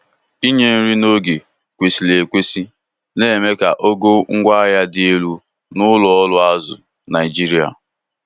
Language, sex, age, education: Igbo, male, 15-29, tertiary